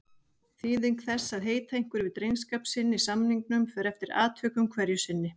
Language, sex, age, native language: Icelandic, female, 40-49, Icelandic